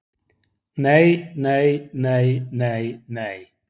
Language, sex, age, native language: Icelandic, male, 40-49, Icelandic